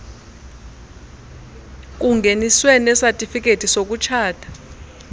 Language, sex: Xhosa, female